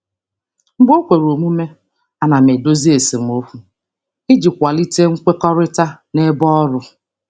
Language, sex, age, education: Igbo, male, 15-29, secondary